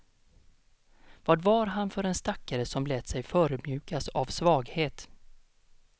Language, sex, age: Swedish, male, 32